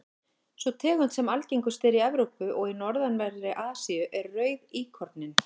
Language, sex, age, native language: Icelandic, female, 50-59, Icelandic